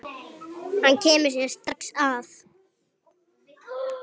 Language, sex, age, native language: Icelandic, female, 8, Icelandic